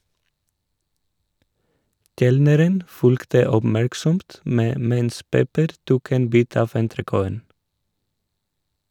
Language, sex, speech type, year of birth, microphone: Norwegian, male, read, 1986, Shure